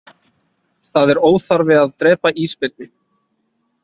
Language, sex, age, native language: Icelandic, male, 20-29, Icelandic